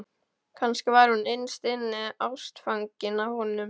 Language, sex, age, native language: Icelandic, male, 12, Icelandic